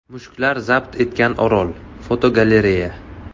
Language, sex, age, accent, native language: Uzbek, male, 18-24, Navoiy, Uzbek